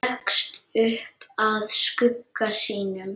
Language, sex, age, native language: Icelandic, female, 8, Icelandic